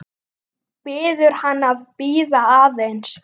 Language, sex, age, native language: Icelandic, female, 9, Icelandic